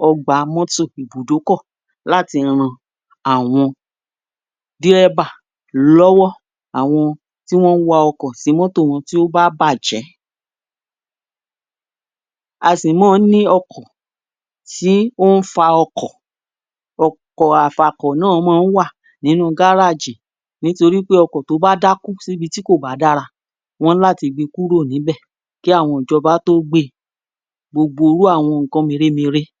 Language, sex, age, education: Yoruba, female, 46-60, tertiary